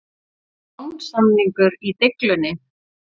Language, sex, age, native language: Icelandic, female, 40-49, Icelandic